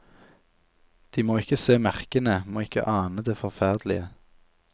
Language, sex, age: Norwegian, male, 27